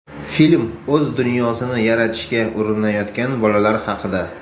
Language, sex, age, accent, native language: Uzbek, male, 35+, Toshkent shahri, Uzbek